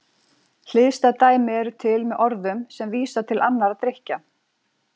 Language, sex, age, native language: Icelandic, female, 40-49, Icelandic